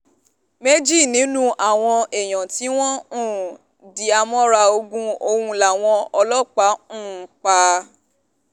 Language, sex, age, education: Yoruba, female, 15-29, tertiary